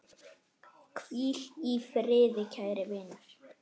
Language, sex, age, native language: Icelandic, male, 9, Icelandic